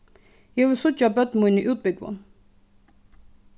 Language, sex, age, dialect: Faroese, female, 15-35, Suðuroy